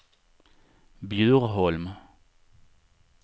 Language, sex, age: Swedish, male, 39